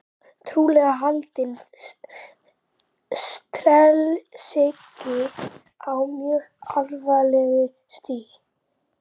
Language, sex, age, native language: Icelandic, male, 12, Icelandic